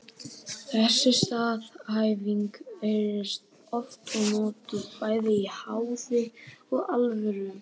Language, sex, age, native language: Icelandic, male, 18-19, Icelandic